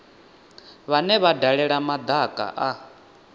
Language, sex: Venda, male